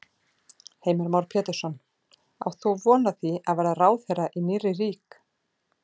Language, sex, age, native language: Icelandic, female, 40-49, Icelandic